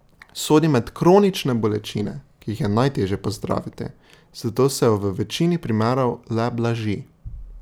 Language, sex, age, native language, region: Slovenian, male, 18-29, Slovenian, Drava region